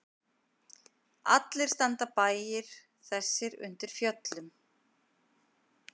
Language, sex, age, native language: Icelandic, female, 50-59, Icelandic